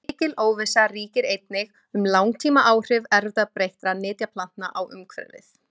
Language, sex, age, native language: Icelandic, female, 20-29, Icelandic